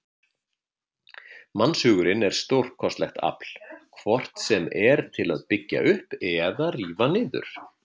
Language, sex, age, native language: Icelandic, male, 50-59, Icelandic